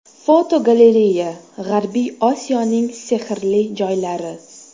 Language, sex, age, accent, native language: Uzbek, female, 19-29, Toshkent shahri, Uzbek